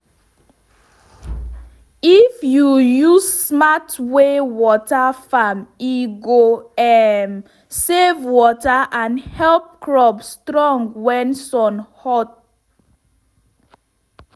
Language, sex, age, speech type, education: Nigerian Pidgin, female, 15-29, spontaneous, tertiary